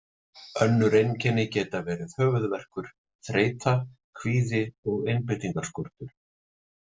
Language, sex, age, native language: Icelandic, male, 40-49, Icelandic